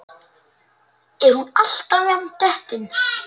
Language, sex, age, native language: Icelandic, male, 8, Icelandic